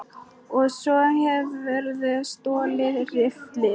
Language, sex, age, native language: Icelandic, female, 10, Polish